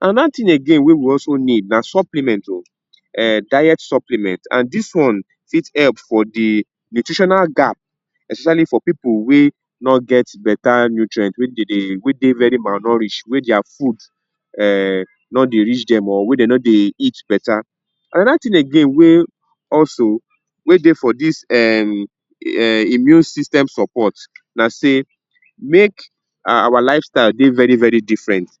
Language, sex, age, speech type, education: Nigerian Pidgin, male, 30-45, spontaneous, tertiary